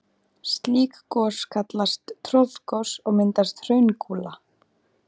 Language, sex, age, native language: Icelandic, female, 20-29, Icelandic